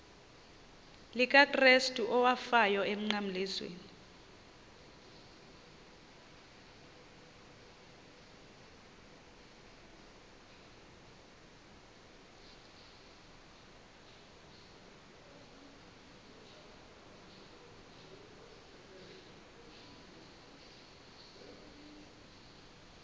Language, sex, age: Xhosa, female, 30